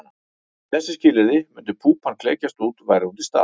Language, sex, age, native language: Icelandic, male, 40-49, Icelandic